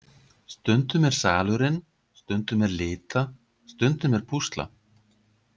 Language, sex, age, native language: Icelandic, male, 50-59, Icelandic